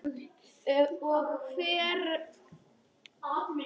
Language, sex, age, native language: Icelandic, female, 10, Polish